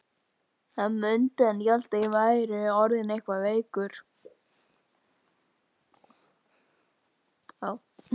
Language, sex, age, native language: Icelandic, female, 12, Icelandic